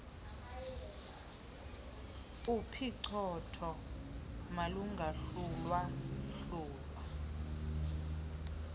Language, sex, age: Xhosa, female, 20